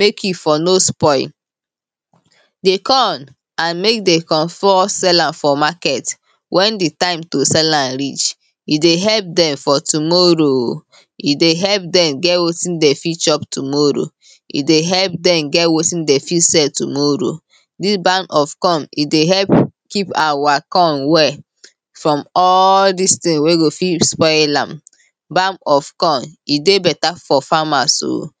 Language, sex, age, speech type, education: Nigerian Pidgin, female, 15-29, spontaneous, tertiary